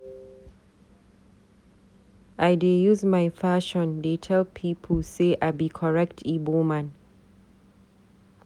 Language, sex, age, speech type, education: Nigerian Pidgin, female, 30-45, read, tertiary